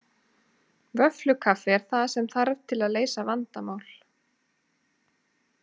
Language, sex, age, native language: Icelandic, female, 30-39, Icelandic